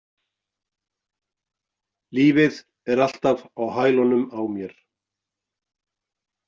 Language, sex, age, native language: Icelandic, male, 40-49, Icelandic